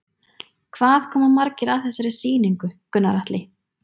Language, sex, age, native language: Icelandic, female, 20-29, Icelandic